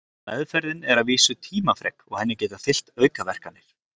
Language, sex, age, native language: Icelandic, male, 30-39, Icelandic